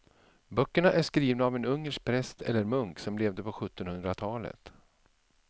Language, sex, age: Swedish, male, 47